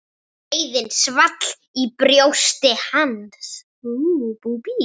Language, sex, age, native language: Icelandic, female, 9, Icelandic